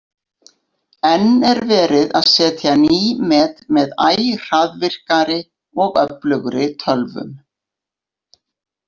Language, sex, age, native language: Icelandic, female, 60-69, Icelandic